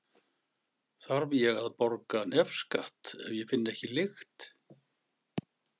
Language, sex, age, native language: Icelandic, male, 60-69, Icelandic